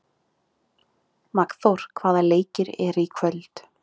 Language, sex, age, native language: Icelandic, female, 30-39, Icelandic